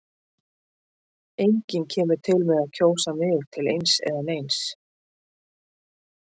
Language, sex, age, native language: Icelandic, female, 60-69, Icelandic